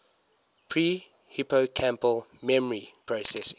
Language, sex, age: English, male, 19